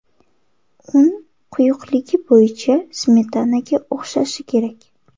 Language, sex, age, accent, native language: Uzbek, female, 18-24, Samarqand, Uzbek